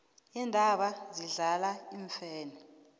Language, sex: South Ndebele, female